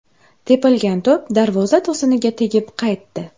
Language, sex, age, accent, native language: Uzbek, female, 18-24, Andijon, Uzbek